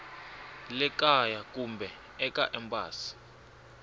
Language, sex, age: Tsonga, male, 25